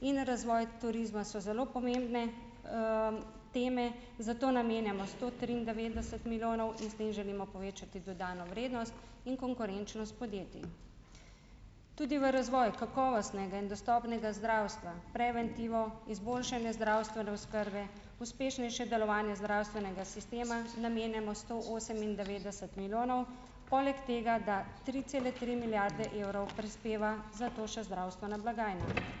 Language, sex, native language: Slovenian, female, Slovenian